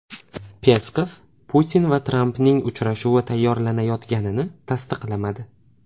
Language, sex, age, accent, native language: Uzbek, male, 18-24, Toshkent viloyati, Uzbek